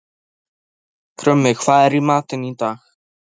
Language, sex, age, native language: Icelandic, male, 13, Polish